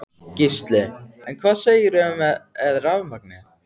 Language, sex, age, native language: Icelandic, male, 15, Icelandic